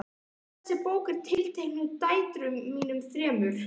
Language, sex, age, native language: Icelandic, female, 11, Icelandic